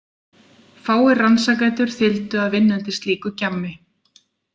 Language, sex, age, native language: Icelandic, female, 40-49, Icelandic